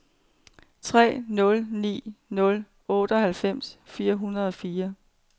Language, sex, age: Danish, female, 45